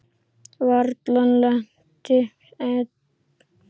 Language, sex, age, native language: Icelandic, male, 8, Icelandic